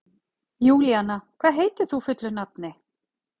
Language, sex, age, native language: Icelandic, female, 40-49, Icelandic